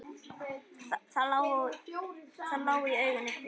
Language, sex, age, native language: Icelandic, male, 10, Icelandic